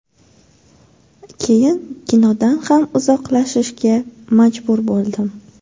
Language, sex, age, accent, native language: Uzbek, female, 18-24, Samarqand, Uzbek